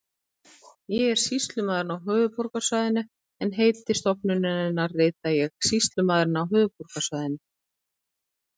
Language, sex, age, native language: Icelandic, female, 30-39, Icelandic